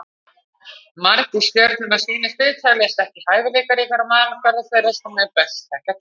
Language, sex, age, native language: Icelandic, female, 60-69, Icelandic